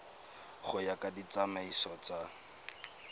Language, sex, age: Tswana, male, 22